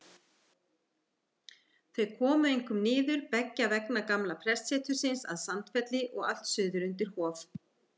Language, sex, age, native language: Icelandic, female, 50-59, Icelandic